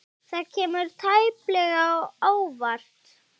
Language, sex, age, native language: Icelandic, female, 8, Icelandic